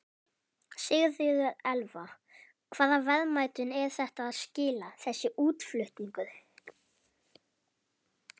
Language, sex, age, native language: Icelandic, male, 11, Icelandic